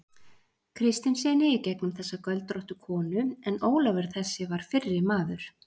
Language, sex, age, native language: Icelandic, female, 40-49, Icelandic